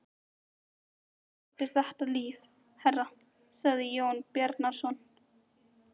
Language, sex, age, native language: Icelandic, female, 13, Icelandic